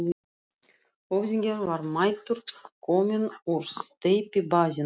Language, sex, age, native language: Icelandic, female, 40-49, Russian